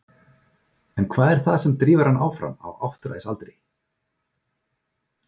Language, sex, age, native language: Icelandic, male, 40-49, Icelandic